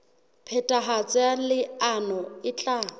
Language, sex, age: Southern Sotho, female, 21